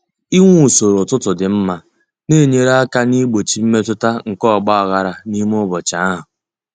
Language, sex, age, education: Igbo, male, 15-29, tertiary